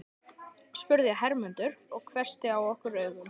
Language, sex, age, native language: Icelandic, male, 13, Icelandic